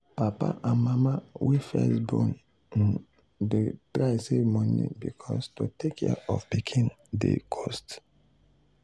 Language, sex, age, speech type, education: Nigerian Pidgin, male, 30-45, spontaneous, secondary